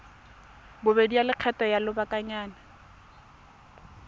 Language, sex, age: Tswana, female, 18